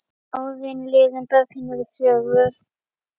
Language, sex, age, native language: Icelandic, female, 9, Icelandic